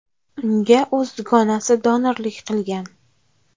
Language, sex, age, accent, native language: Uzbek, female, 19-29, Farg'ona, Uzbek